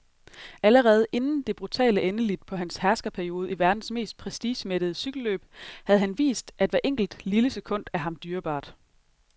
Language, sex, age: Danish, female, 30